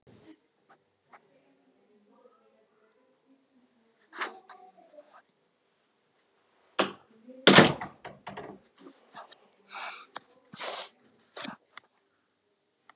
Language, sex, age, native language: Icelandic, female, 6, Icelandic